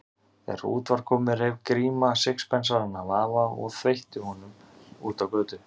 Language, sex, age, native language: Icelandic, male, 30-39, Icelandic